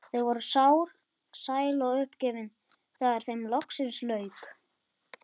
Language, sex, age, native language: Icelandic, male, 11, Icelandic